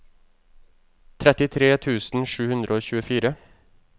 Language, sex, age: Norwegian, male, 35